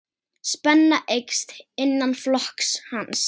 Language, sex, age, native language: Icelandic, female, 8, Icelandic